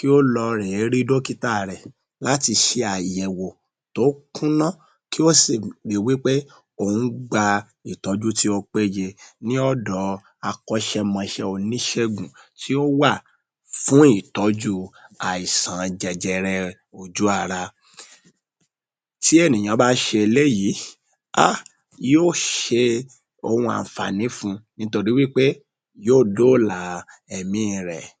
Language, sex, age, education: Yoruba, male, 30-45, tertiary